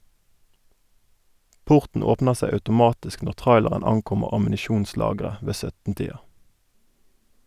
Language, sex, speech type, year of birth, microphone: Norwegian, male, read, 1988, Sennheiser